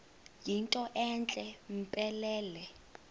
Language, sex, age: Xhosa, female, 22